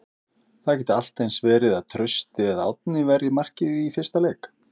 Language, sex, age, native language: Icelandic, male, 50-59, Icelandic